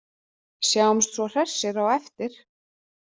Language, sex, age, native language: Icelandic, female, 30-39, Icelandic